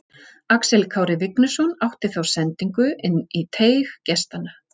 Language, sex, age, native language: Icelandic, female, 40-49, Icelandic